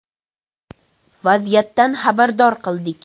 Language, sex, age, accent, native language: Uzbek, female, 12-17, Sirdaryo, Uzbek